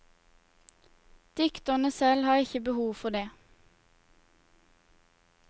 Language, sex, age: Norwegian, female, 21